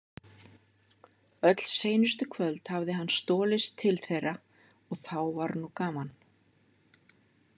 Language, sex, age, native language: Icelandic, female, 50-59, Icelandic